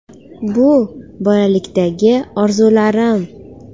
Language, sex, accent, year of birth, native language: Uzbek, female, Farg'ona, 2000, Uzbek